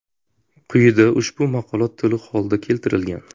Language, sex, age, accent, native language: Uzbek, male, 25-34, Buxoro, Uzbek